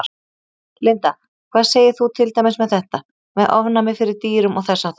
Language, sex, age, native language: Icelandic, female, 30-39, Icelandic